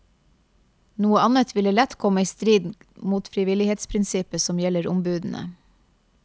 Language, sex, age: Norwegian, female, 28